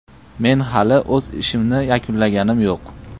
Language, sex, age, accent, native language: Uzbek, male, 25-34, Farg'ona, Uzbek